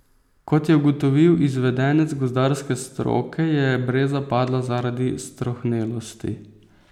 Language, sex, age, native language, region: Slovenian, male, 18-29, Slovenian, Posavska region